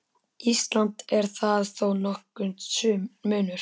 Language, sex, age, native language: Icelandic, male, 13, Icelandic